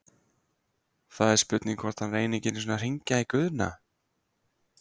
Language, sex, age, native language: Icelandic, male, 20-29, Icelandic